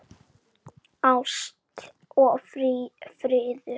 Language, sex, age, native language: Icelandic, male, 7, Icelandic